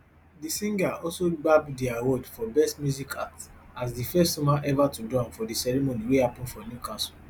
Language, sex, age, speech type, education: Nigerian Pidgin, male, 15-29, spontaneous, tertiary